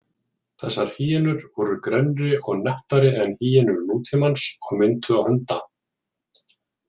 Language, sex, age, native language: Icelandic, male, 40-49, Icelandic